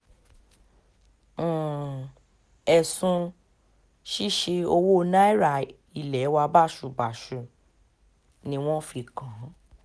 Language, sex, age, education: Yoruba, female, 15-29, tertiary